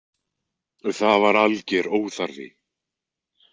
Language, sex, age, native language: Icelandic, male, 20-29, Icelandic